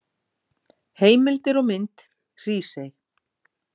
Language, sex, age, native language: Icelandic, female, 40-49, Icelandic